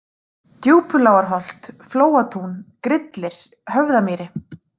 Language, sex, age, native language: Icelandic, female, 30-39, Icelandic